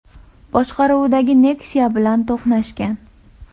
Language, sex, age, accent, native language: Uzbek, female, 18-24, Toshkent viloyati, Uzbek